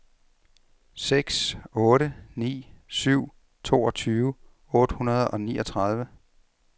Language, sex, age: Danish, male, 33